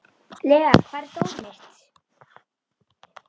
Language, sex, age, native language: Icelandic, female, 11, Icelandic